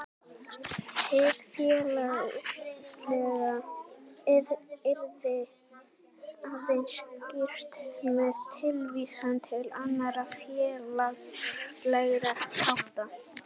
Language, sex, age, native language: Icelandic, female, 18-19, Icelandic